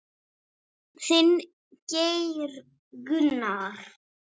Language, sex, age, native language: Icelandic, male, 6, Icelandic